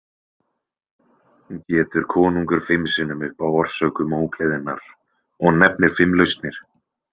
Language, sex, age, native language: Icelandic, male, 20-29, Icelandic